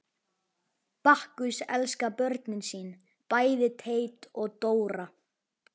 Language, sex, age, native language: Icelandic, male, 11, Icelandic